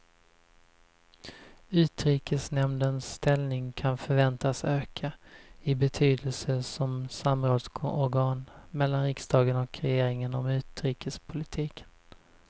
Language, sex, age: Swedish, male, 20